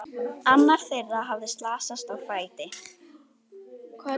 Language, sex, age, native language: Icelandic, female, 11, Icelandic